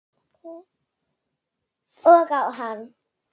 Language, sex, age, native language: Icelandic, female, 7, Icelandic